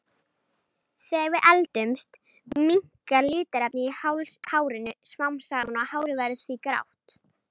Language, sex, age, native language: Icelandic, female, 30-39, Icelandic